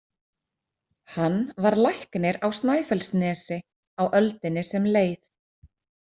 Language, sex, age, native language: Icelandic, female, 30-39, Icelandic